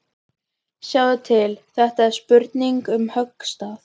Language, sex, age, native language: Icelandic, female, 12, Icelandic